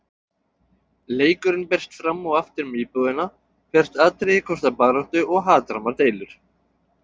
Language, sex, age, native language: Icelandic, male, 30-39, Icelandic